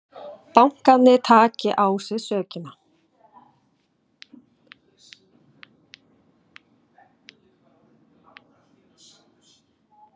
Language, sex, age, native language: Icelandic, female, 30-39, Icelandic